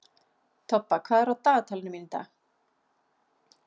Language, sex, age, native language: Icelandic, female, 40-49, Icelandic